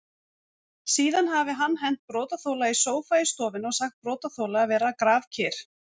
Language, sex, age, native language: Icelandic, female, 40-49, Icelandic